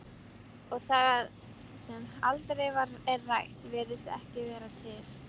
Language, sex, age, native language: Icelandic, female, 12, Icelandic